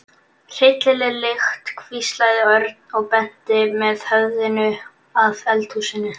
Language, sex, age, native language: Icelandic, male, 11, Icelandic